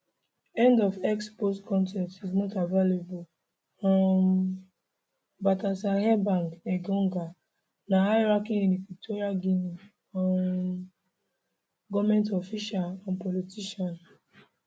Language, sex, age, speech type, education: Nigerian Pidgin, female, 15-29, spontaneous, tertiary